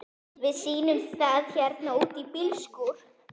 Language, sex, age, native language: Icelandic, female, 11, Icelandic